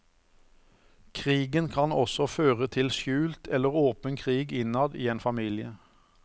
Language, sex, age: Norwegian, male, 54